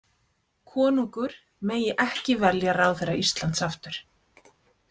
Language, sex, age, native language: Icelandic, female, 30-39, Icelandic